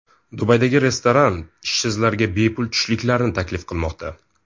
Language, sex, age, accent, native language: Uzbek, male, 18-24, Toshkent shahri, Uzbek